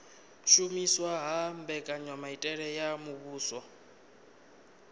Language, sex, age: Venda, male, 19